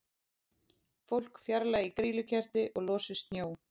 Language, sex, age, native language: Icelandic, female, 30-39, Icelandic